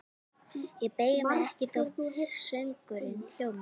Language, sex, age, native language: Icelandic, female, 11, Icelandic